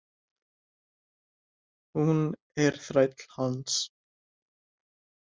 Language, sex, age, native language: Icelandic, male, 18-19, Icelandic